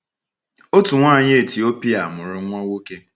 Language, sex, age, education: Igbo, male, 15-29, tertiary